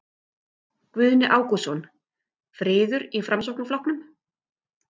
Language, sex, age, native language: Icelandic, female, 50-59, Icelandic